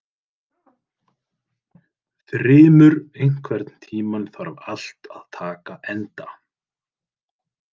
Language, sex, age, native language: Icelandic, male, 40-49, Icelandic